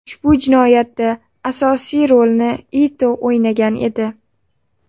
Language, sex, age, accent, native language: Uzbek, female, 18-24, Sirdaryo, Uzbek